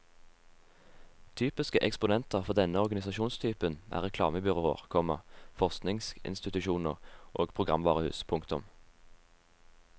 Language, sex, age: Norwegian, male, 18